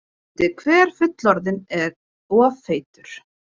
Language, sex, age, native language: Icelandic, female, 20-29, Icelandic